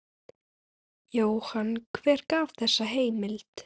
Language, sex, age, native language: Icelandic, female, 9, Icelandic